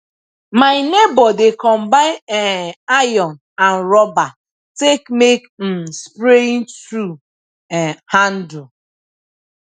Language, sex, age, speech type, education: Nigerian Pidgin, female, 15-29, spontaneous, tertiary